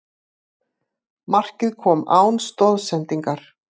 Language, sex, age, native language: Icelandic, female, 50-59, Icelandic